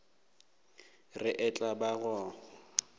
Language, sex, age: Northern Sotho, male, 18